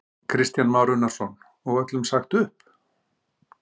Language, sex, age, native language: Icelandic, male, 50-59, Icelandic